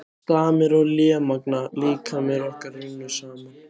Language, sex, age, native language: Icelandic, other, 15, Icelandic